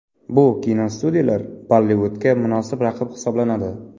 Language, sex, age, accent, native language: Uzbek, male, 25-34, Navoiy, Uzbek